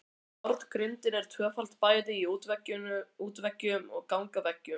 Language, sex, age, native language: Icelandic, male, 13, Icelandic